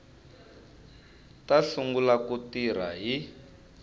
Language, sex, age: Tsonga, male, 25